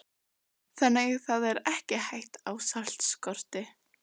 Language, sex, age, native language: Icelandic, other, 12, Icelandic